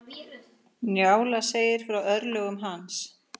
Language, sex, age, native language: Icelandic, female, 9, Icelandic